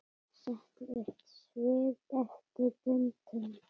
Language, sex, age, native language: Icelandic, female, 8, Icelandic